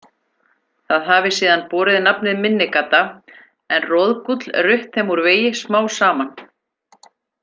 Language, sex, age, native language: Icelandic, female, 40-49, Icelandic